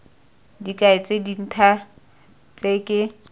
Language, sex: Tswana, female